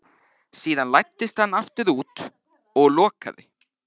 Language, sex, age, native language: Icelandic, male, 13, Icelandic